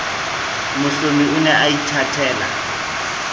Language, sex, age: Southern Sotho, male, 30